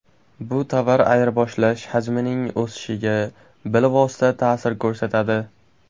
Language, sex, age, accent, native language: Uzbek, male, 12-17, Andijon, Uzbek